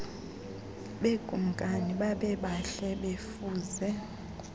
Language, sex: Xhosa, female